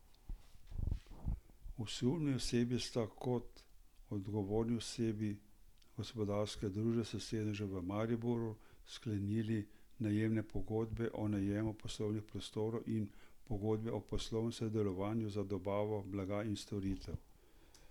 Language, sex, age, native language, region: Slovenian, male, 60+, Slovenian, Central Slovenia